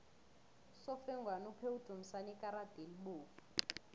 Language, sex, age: South Ndebele, female, 22